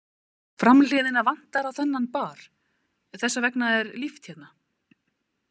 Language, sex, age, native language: Icelandic, female, 30-39, Icelandic